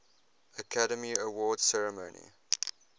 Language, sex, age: English, male, 21